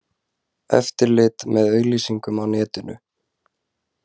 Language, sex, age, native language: Icelandic, male, 20-29, Icelandic